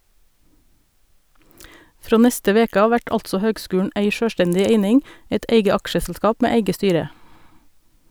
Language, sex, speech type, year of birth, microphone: Norwegian, female, read, 1972, Sennheiser